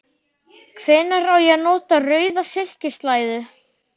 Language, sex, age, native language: Icelandic, male, 12, Icelandic